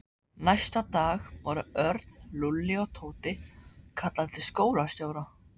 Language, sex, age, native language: Icelandic, male, 14, Icelandic